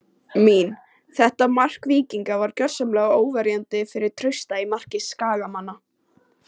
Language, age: Icelandic, 18-19